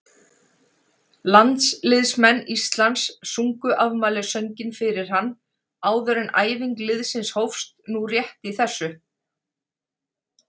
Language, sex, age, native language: Icelandic, female, 40-49, Icelandic